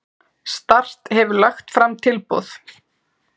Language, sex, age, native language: Icelandic, female, 40-49, Icelandic